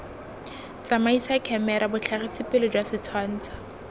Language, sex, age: Tswana, female, 19